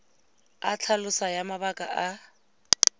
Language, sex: Tswana, female